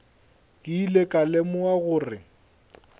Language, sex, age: Northern Sotho, male, 21